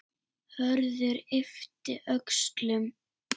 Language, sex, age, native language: Icelandic, female, 7, Icelandic